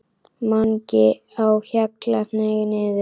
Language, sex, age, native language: Icelandic, female, 10, Icelandic